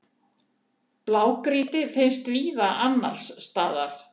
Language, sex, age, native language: Icelandic, female, 70-79, Icelandic